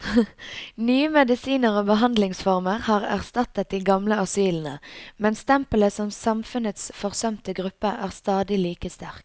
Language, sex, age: Norwegian, female, 22